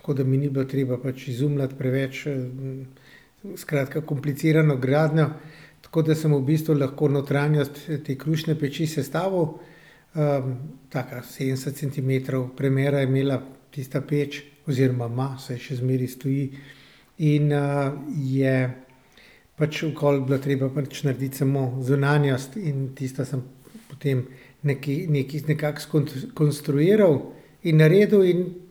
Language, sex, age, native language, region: Slovenian, male, 60+, Slovenian, Central Slovenia